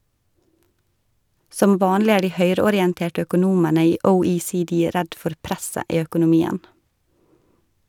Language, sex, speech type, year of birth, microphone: Norwegian, female, read, 1985, Shure